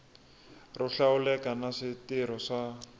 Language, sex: Tsonga, male